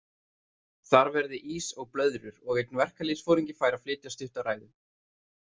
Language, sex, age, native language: Icelandic, male, 30-39, Icelandic